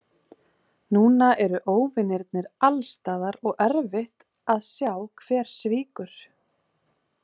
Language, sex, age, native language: Icelandic, female, 30-39, Icelandic